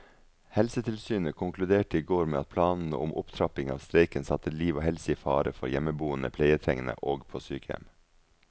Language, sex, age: Norwegian, male, 42